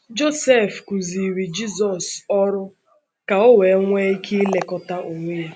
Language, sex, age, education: Igbo, female, 15-29, secondary